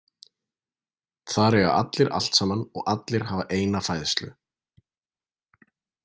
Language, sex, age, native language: Icelandic, male, 20-29, Icelandic